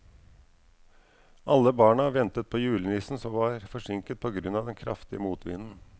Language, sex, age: Norwegian, male, 44